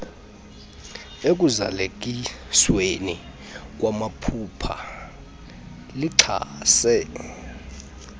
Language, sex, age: Xhosa, male, 32